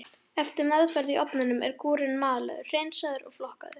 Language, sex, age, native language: Icelandic, female, 11, Icelandic